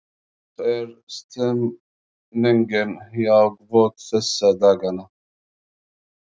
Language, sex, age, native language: Icelandic, male, 40-49, Arabic